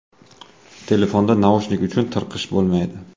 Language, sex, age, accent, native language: Uzbek, male, 30-39, Qashqadaryo, Uzbek